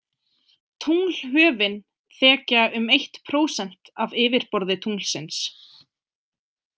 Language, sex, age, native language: Icelandic, female, 20-29, Icelandic